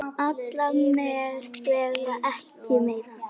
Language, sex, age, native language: Icelandic, female, 8, Icelandic